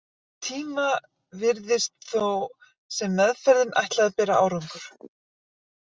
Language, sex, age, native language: Icelandic, female, 50-59, Icelandic